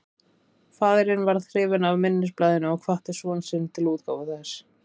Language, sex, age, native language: Icelandic, female, 30-39, Icelandic